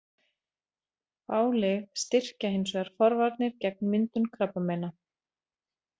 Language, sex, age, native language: Icelandic, female, 40-49, Icelandic